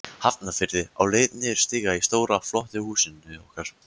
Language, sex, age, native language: Icelandic, male, 14, Icelandic